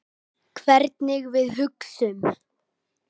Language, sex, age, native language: Icelandic, male, 9, Icelandic